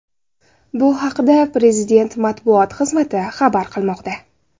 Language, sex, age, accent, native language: Uzbek, female, 18-24, Navoiy, Uzbek